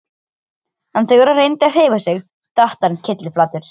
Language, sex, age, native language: Icelandic, other, 13, Icelandic